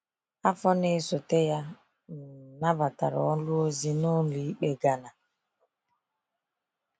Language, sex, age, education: Igbo, female, 30-45, tertiary